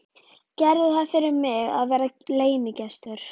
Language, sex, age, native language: Icelandic, female, 11, Icelandic